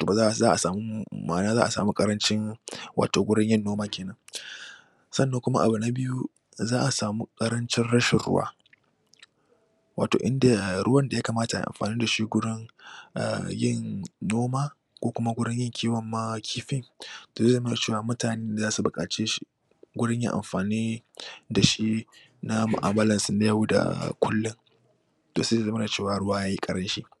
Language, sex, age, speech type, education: Hausa, male, 15-29, spontaneous, tertiary